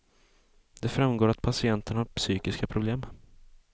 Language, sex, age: Swedish, male, 18